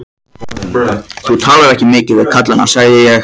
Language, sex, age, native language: Icelandic, male, 14, Icelandic